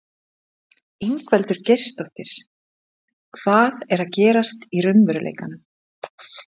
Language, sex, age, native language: Icelandic, female, 30-39, Icelandic